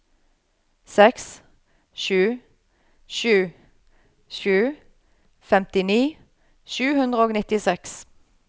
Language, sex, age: Norwegian, female, 38